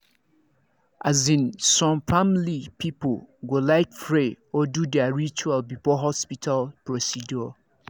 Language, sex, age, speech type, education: Nigerian Pidgin, male, 30-45, spontaneous, tertiary